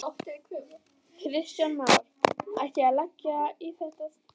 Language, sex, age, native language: Icelandic, female, 11, Icelandic